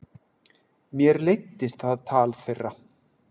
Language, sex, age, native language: Icelandic, male, 40-49, Icelandic